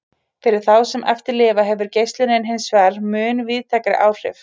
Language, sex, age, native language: Icelandic, female, 30-39, Icelandic